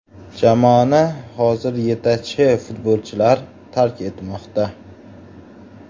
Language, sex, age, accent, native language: Uzbek, male, 18-24, Farg'ona, Uzbek